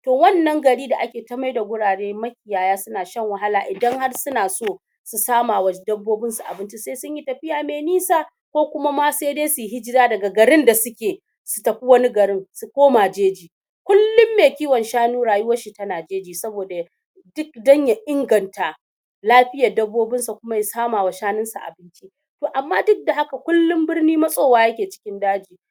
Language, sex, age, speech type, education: Hausa, female, 46-60, spontaneous, tertiary